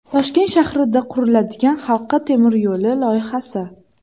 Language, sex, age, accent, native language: Uzbek, female, 18-24, Toshkent shahri, Uzbek